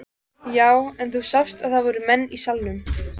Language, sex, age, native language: Icelandic, female, 14, Icelandic